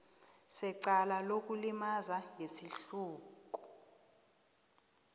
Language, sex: South Ndebele, female